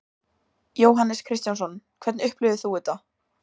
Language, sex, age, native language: Icelandic, female, 20-29, Icelandic